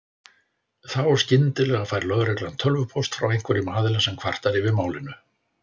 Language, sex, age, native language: Icelandic, male, 60-69, Icelandic